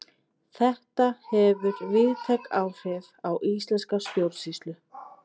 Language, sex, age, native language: Icelandic, female, 20-29, Icelandic